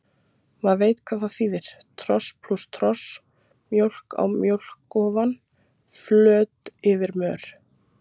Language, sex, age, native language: Icelandic, female, 30-39, Icelandic